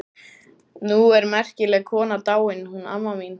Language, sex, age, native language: Icelandic, male, 14, Icelandic